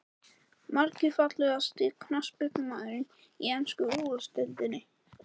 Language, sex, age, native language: Icelandic, male, 14, Icelandic